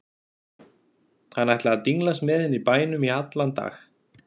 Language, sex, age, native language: Icelandic, male, 40-49, Icelandic